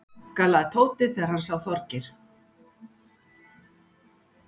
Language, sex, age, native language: Icelandic, female, 60-69, Icelandic